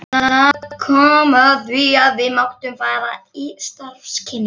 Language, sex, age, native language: Icelandic, male, 11, Icelandic